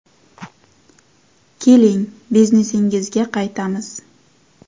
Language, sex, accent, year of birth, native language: Uzbek, female, Qashqadaryo, 1994, Uzbek